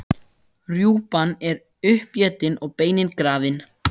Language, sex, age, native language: Icelandic, female, 14, Icelandic